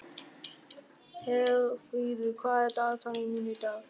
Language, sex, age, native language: Icelandic, male, 13, German